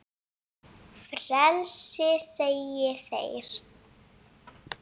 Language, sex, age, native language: Icelandic, female, 7, Icelandic